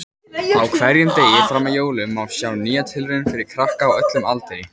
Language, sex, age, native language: Icelandic, male, 18-19, Icelandic